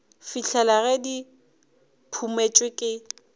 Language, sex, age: Northern Sotho, female, 24